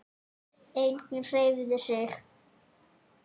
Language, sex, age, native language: Icelandic, female, 9, Icelandic